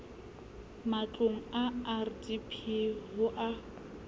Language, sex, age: Southern Sotho, female, 35